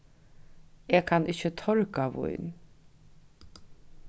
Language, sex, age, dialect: Faroese, female, 36-60, Norðuroyggjar